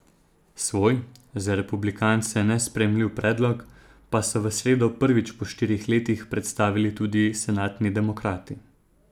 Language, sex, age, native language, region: Slovenian, male, 30-49, Slovenian, Zasavska region